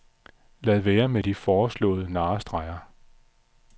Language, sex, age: Danish, male, 46